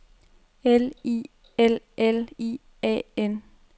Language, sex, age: Danish, female, 30